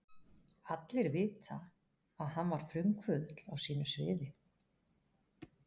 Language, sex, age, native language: Icelandic, female, 40-49, Icelandic